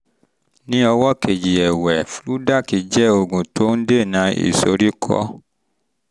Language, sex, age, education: Yoruba, male, 30-45, tertiary